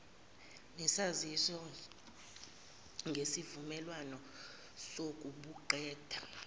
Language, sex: Zulu, female